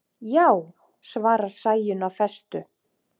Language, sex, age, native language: Icelandic, male, 7, Icelandic